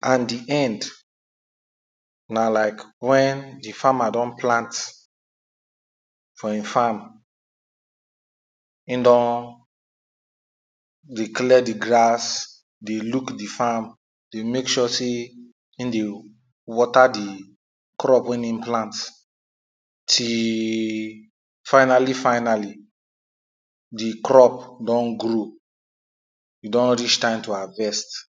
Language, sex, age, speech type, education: Nigerian Pidgin, male, 15-29, spontaneous, primary